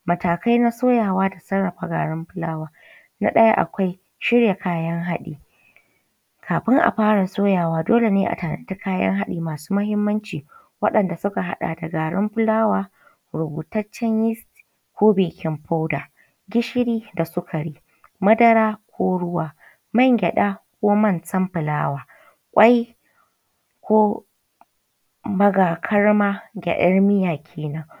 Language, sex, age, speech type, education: Hausa, female, 15-29, spontaneous, tertiary